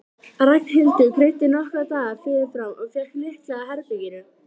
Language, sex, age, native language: Icelandic, female, 13, Icelandic